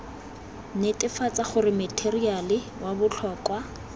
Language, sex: Tswana, female